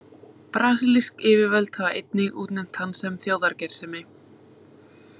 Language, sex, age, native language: Icelandic, female, 20-29, Icelandic